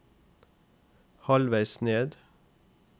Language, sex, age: Norwegian, male, 28